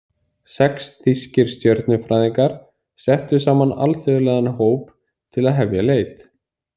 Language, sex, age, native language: Icelandic, male, 30-39, Icelandic